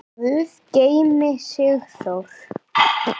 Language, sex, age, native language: Icelandic, male, 9, Icelandic